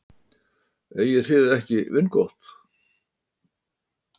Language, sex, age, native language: Icelandic, male, 80-89, Icelandic